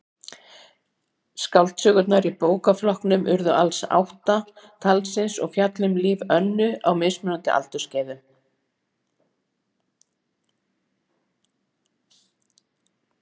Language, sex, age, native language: Icelandic, female, 60-69, Icelandic